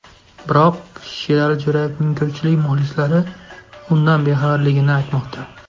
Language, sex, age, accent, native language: Uzbek, male, 19-29, Andijon, Uzbek